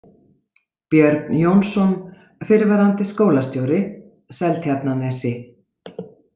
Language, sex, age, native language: Icelandic, female, 40-49, Icelandic